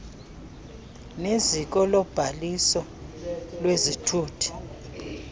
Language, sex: Xhosa, female